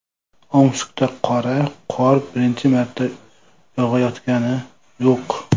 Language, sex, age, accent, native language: Uzbek, male, 25-34, Jizzax, Uzbek